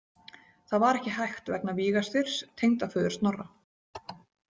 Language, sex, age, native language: Icelandic, female, 40-49, Icelandic